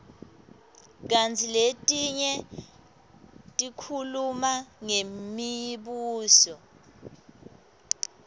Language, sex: Swati, female